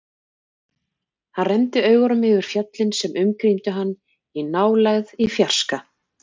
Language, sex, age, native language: Icelandic, female, 40-49, Icelandic